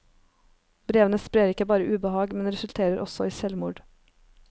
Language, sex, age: Norwegian, female, 23